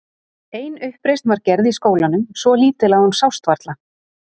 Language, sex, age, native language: Icelandic, female, 30-39, Icelandic